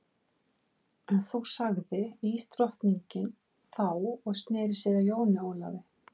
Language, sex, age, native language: Icelandic, female, 50-59, Icelandic